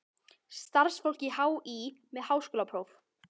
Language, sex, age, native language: Icelandic, female, 18-19, Icelandic